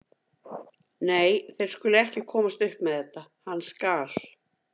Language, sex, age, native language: Icelandic, female, 50-59, Icelandic